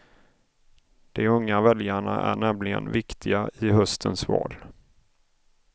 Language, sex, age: Swedish, male, 31